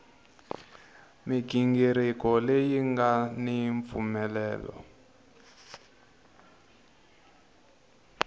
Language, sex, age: Tsonga, male, 22